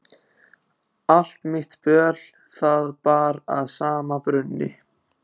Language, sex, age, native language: Icelandic, other, 14, Icelandic